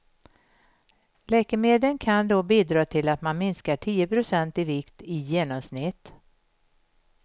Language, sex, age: Swedish, female, 51